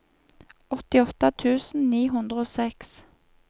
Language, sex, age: Norwegian, female, 31